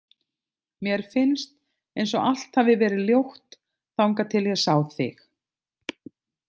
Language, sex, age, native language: Icelandic, other, 50-59, Icelandic